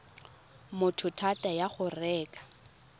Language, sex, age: Tswana, female, 22